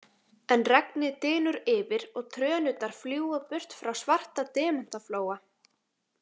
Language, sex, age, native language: Icelandic, female, 18-19, Icelandic